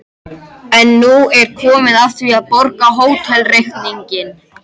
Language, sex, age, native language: Icelandic, male, 13, Icelandic